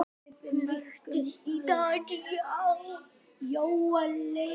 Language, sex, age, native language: Icelandic, male, 10, Icelandic